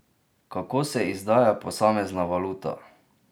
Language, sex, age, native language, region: Slovenian, male, 30-49, Slovenian, Drava region